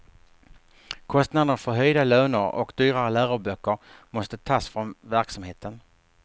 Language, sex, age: Swedish, male, 48